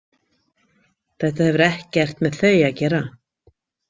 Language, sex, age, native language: Icelandic, female, 50-59, Icelandic